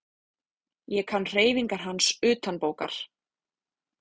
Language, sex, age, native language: Icelandic, female, 30-39, Icelandic